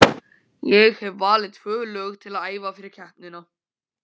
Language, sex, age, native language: Icelandic, male, 15, Icelandic